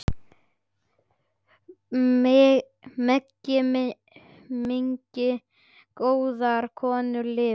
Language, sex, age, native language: Icelandic, male, 10, Icelandic